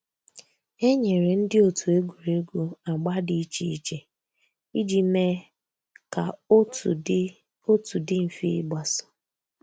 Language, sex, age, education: Igbo, female, 30-45, tertiary